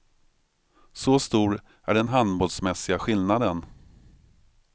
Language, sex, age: Swedish, male, 45